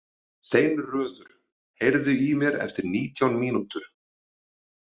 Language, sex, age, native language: Icelandic, male, 40-49, Icelandic